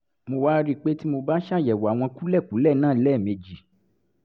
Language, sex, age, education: Yoruba, male, 30-45, tertiary